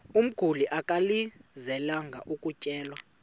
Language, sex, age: Xhosa, male, 35